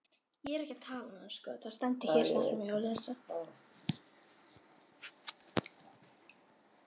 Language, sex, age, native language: Icelandic, female, 9, Icelandic